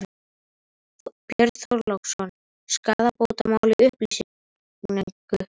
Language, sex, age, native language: Icelandic, male, 11, Icelandic